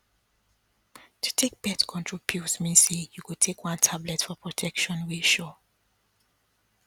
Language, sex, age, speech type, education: Nigerian Pidgin, female, 15-29, spontaneous, tertiary